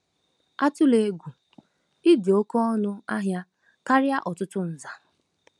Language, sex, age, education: Igbo, female, 15-29, tertiary